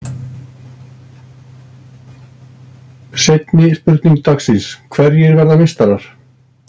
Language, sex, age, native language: Icelandic, male, 60-69, Icelandic